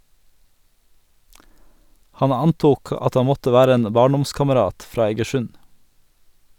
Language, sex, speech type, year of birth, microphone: Norwegian, male, read, 1987, Sennheiser